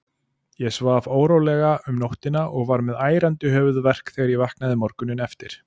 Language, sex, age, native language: Icelandic, male, 40-49, Icelandic